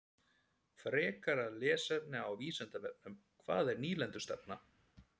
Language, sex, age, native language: Icelandic, male, 30-39, Icelandic